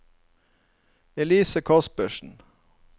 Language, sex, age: Norwegian, male, 39